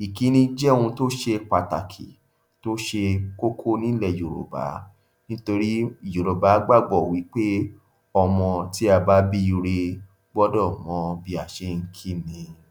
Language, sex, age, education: Yoruba, male, 30-45, tertiary